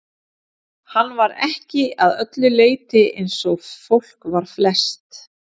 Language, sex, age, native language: Icelandic, female, 40-49, Icelandic